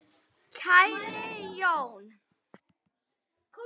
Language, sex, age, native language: Icelandic, female, 9, Icelandic